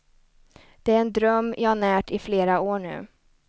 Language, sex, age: Swedish, female, 29